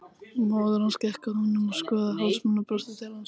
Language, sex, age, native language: Icelandic, female, 18-19, Icelandic